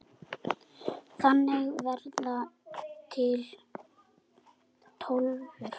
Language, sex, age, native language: Icelandic, female, 9, Icelandic